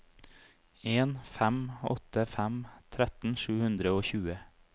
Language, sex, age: Norwegian, male, 30